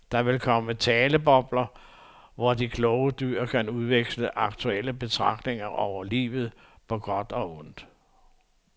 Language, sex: Danish, male